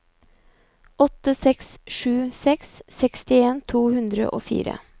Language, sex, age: Norwegian, female, 29